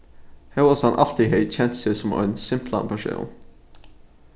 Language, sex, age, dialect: Faroese, male, 15-35, Norðuroyggjar